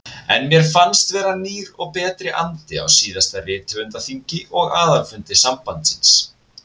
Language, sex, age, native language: Icelandic, male, 20-29, Icelandic